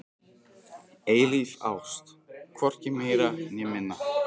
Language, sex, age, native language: Icelandic, male, 15, Icelandic